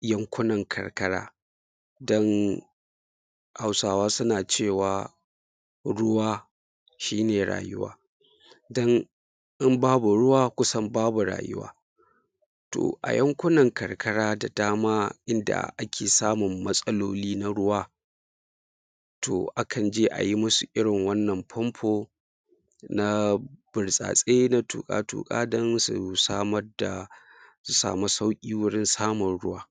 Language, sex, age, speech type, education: Hausa, male, 30-45, spontaneous, secondary